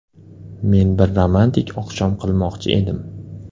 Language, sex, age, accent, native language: Uzbek, male, 18-24, Andijon, Uzbek